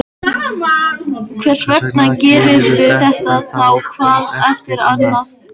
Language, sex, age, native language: Icelandic, male, 13, Icelandic